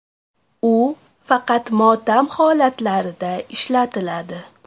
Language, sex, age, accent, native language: Uzbek, female, 25-34, Toshkent shahri, Uzbek